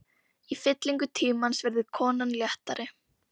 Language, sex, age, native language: Icelandic, female, 12, Icelandic